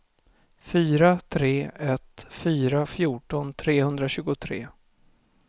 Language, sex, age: Swedish, male, 24